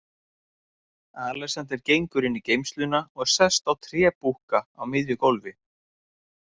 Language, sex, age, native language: Icelandic, male, 30-39, Icelandic